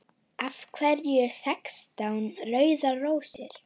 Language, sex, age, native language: Icelandic, female, 9, Icelandic